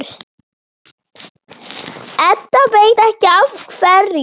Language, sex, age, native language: Icelandic, female, 8, Icelandic